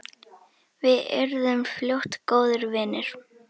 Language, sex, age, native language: Icelandic, female, 10, Icelandic